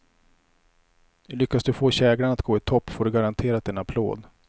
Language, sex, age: Swedish, male, 34